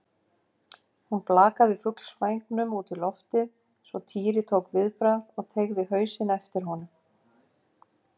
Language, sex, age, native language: Icelandic, female, 50-59, Icelandic